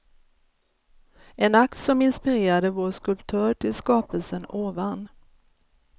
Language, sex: Swedish, female